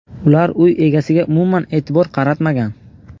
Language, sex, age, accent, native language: Uzbek, male, 18-24, Buxoro, Uzbek